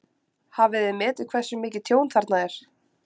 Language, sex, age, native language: Icelandic, female, 20-29, Icelandic